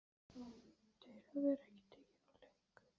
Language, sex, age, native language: Icelandic, female, 14, Icelandic